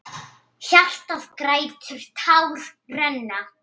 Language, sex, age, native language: Icelandic, female, 8, Icelandic